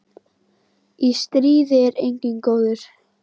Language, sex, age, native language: Icelandic, female, 9, Icelandic